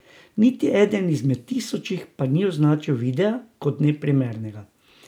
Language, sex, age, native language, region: Slovenian, male, 60+, Slovenian, Drava region